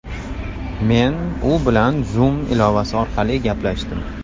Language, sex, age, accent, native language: Uzbek, male, 25-34, Toshkent shahri, Uzbek